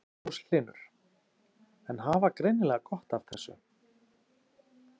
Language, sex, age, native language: Icelandic, male, 40-49, Icelandic